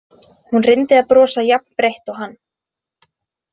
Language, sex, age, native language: Icelandic, female, 20-29, Icelandic